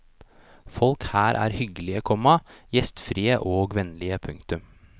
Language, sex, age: Norwegian, male, 29